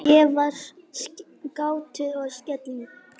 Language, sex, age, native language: Icelandic, female, 8, Icelandic